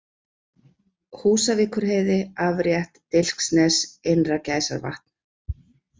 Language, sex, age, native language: Icelandic, female, 40-49, Icelandic